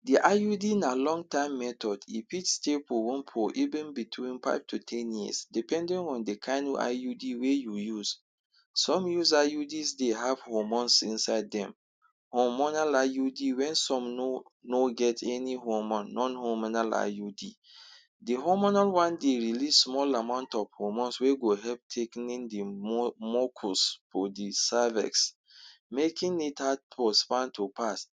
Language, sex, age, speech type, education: Nigerian Pidgin, male, 46-60, spontaneous, tertiary